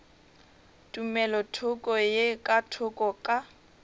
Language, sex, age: Northern Sotho, female, 21